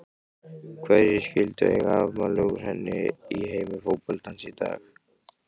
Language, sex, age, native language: Icelandic, male, 15, Icelandic